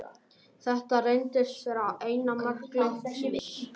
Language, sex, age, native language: Icelandic, male, 18-19, Icelandic